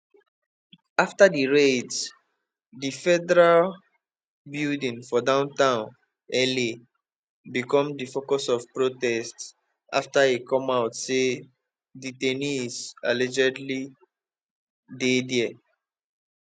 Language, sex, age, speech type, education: Nigerian Pidgin, male, 15-29, spontaneous, tertiary